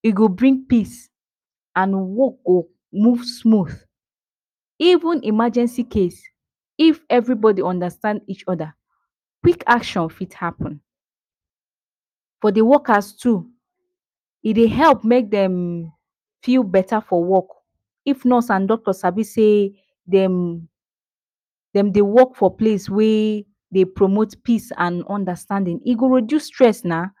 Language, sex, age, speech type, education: Nigerian Pidgin, female, 15-29, spontaneous, tertiary